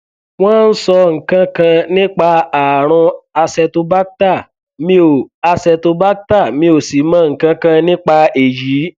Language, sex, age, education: Yoruba, male, 15-29, tertiary